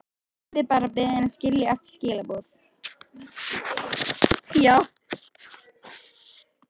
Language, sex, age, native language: Icelandic, female, 13, Icelandic